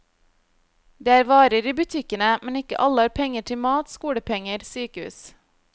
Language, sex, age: Norwegian, female, 25